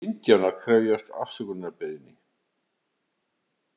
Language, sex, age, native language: Icelandic, male, 50-59, Icelandic